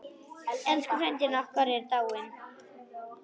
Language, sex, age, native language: Icelandic, female, 10, Icelandic